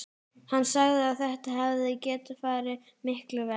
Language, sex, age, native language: Icelandic, female, 12, Icelandic